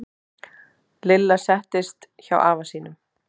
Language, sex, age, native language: Icelandic, male, 10, Icelandic